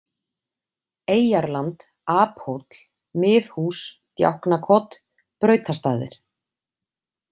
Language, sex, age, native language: Icelandic, female, 40-49, Icelandic